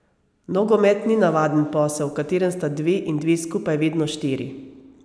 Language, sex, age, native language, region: Slovenian, female, 30-49, Slovenian, Savinja region